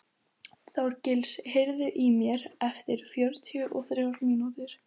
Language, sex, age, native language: Icelandic, female, 14, Icelandic